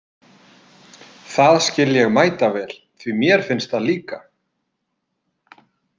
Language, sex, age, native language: Icelandic, male, 30-39, Icelandic